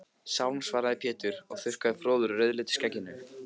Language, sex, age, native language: Icelandic, male, 15, Icelandic